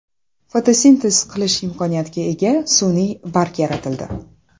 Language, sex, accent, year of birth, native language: Uzbek, female, Toshkent shahri, 1994, Uzbek